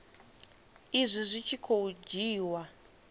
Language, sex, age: Venda, female, 22